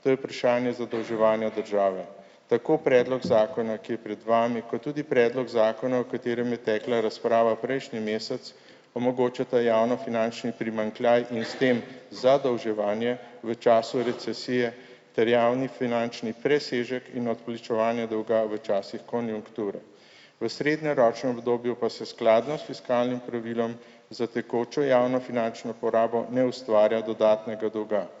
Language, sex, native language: Slovenian, male, Slovenian